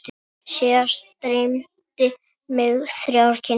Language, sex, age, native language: Icelandic, male, 7, Icelandic